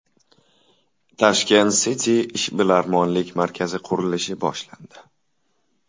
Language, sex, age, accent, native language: Uzbek, male, 18-24, Toshkent shahri, Uzbek